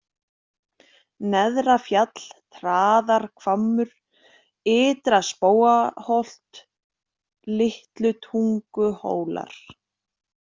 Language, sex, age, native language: Icelandic, female, 30-39, Icelandic